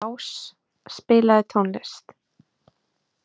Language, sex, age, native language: Icelandic, female, 20-29, Icelandic